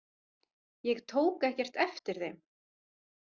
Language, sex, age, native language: Icelandic, female, 40-49, Icelandic